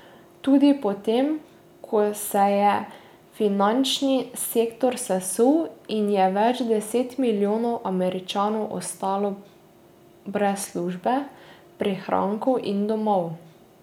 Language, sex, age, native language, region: Slovenian, female, 18-29, Slovenian, Drava region